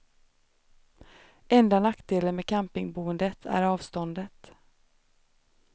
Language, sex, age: Swedish, female, 29